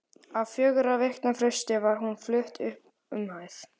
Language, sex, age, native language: Icelandic, male, 12, Icelandic